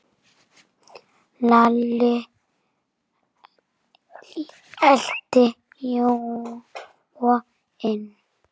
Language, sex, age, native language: Icelandic, female, 6, Icelandic